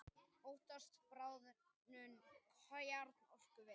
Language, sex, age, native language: Icelandic, male, 18-19, Icelandic